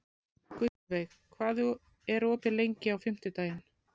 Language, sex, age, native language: Icelandic, female, 40-49, Icelandic